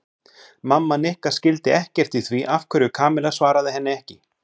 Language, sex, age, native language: Icelandic, male, 40-49, Icelandic